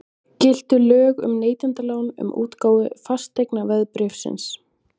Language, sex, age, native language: Icelandic, female, 20-29, Icelandic